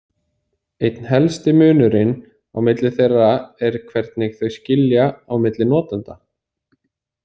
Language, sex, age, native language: Icelandic, male, 30-39, Icelandic